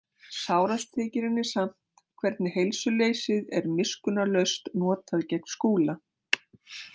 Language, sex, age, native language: Icelandic, female, 60-69, Icelandic